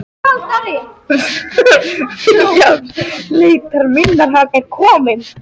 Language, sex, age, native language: Icelandic, female, 13, Icelandic